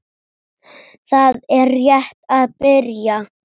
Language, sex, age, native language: Icelandic, male, 7, Icelandic